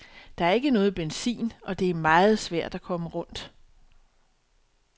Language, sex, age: Danish, female, 62